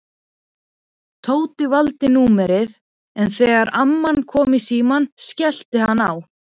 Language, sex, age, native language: Icelandic, female, 20-29, Icelandic